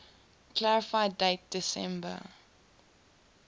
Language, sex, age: English, female, 18